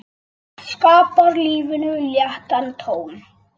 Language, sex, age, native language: Icelandic, male, 8, Icelandic